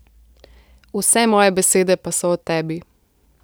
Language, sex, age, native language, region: Slovenian, female, 18-29, Slovenian, Central Slovenia